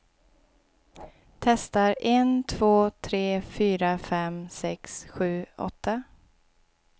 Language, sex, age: Swedish, female, 26